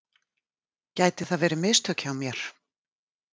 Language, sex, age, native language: Icelandic, female, 40-49, Icelandic